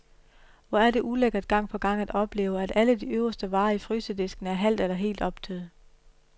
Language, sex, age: Danish, female, 31